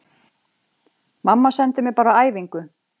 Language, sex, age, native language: Icelandic, female, 40-49, Icelandic